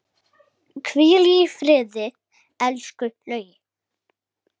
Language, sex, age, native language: Icelandic, female, 7, Icelandic